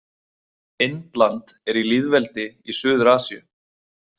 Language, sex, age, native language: Icelandic, male, 20-29, Icelandic